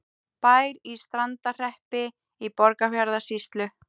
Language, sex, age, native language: Icelandic, female, 18-19, Icelandic